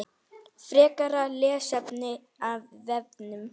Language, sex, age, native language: Icelandic, female, 8, Icelandic